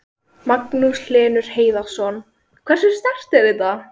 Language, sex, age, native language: Icelandic, female, 12, Icelandic